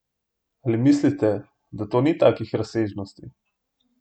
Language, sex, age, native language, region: Slovenian, male, 18-29, Slovenian, Gorenjska region